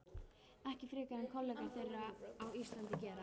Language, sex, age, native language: Icelandic, female, 13, Icelandic